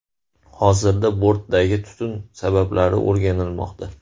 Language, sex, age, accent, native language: Uzbek, male, 18-24, Farg'ona, Uzbek